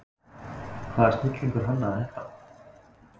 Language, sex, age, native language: Icelandic, male, 20-29, Icelandic